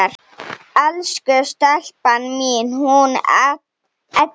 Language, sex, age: Icelandic, female, 7